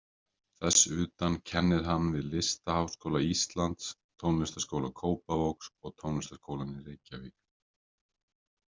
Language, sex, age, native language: Icelandic, male, 30-39, Icelandic